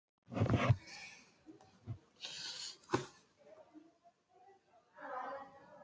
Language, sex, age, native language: Icelandic, female, 12, Icelandic